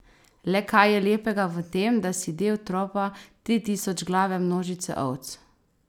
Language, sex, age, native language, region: Slovenian, female, 18-29, Slovenian, Savinja region